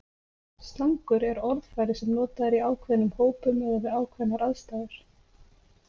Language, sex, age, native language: Icelandic, female, 30-39, Icelandic